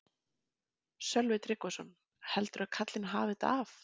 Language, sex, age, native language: Icelandic, female, 20-29, Icelandic